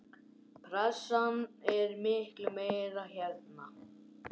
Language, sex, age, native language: Icelandic, male, 10, Icelandic